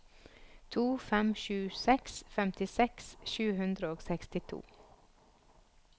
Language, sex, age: Norwegian, female, 46